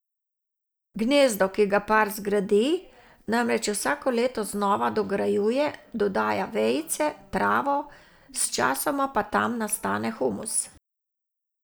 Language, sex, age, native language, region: Slovenian, female, 60+, Slovenian, Savinja region